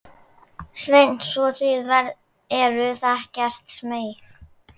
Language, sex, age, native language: Icelandic, male, 11, Icelandic